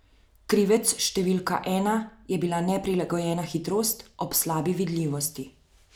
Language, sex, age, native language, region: Slovenian, female, 30-49, Slovenian, Central Slovenia